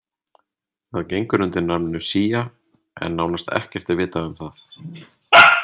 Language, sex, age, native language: Icelandic, male, 30-39, Icelandic